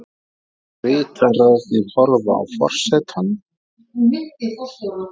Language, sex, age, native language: Icelandic, male, 40-49, Icelandic